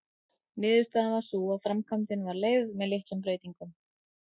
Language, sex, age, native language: Icelandic, female, 40-49, Icelandic